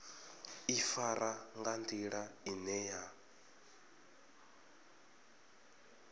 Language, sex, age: Venda, male, 33